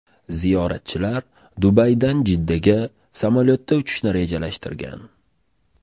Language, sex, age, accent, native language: Uzbek, male, 25-34, Toshkent shahri, Uzbek